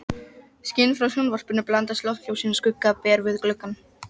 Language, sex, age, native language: Icelandic, female, 12, Icelandic